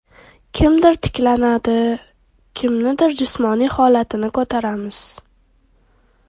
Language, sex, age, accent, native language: Uzbek, female, 12-17, Toshkent viloyati, Uzbek